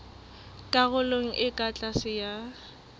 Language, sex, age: Southern Sotho, female, 21